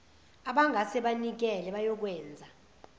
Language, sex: Zulu, female